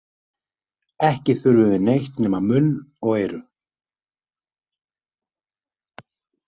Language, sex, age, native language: Icelandic, male, 30-39, Icelandic